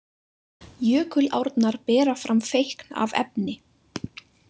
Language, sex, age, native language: Icelandic, female, 20-29, Icelandic